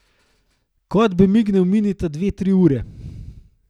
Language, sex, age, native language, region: Slovenian, male, 30-49, Slovenian, Gorenjska region